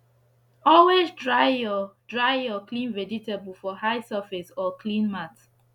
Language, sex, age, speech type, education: Nigerian Pidgin, female, 15-29, spontaneous, secondary